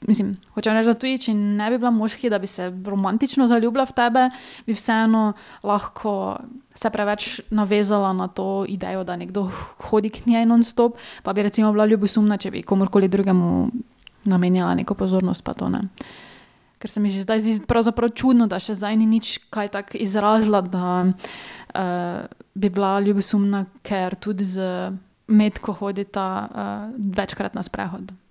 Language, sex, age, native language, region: Slovenian, female, 18-29, Slovenian, Drava region